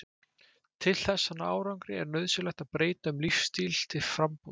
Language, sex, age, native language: Icelandic, male, 20-29, Icelandic